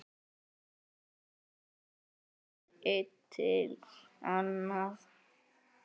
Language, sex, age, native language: Icelandic, male, 9, Icelandic